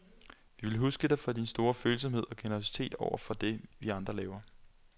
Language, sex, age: Danish, male, 21